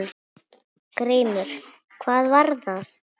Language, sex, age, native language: Icelandic, female, 7, Icelandic